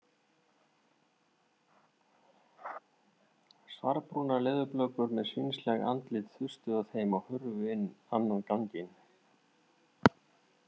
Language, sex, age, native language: Icelandic, male, 50-59, Icelandic